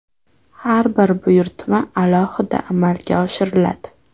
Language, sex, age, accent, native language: Uzbek, female, 18-24, Toshkent shahri, Uzbek